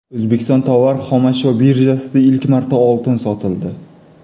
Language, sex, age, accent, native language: Uzbek, male, 25-34, Toshkent shahri, Uzbek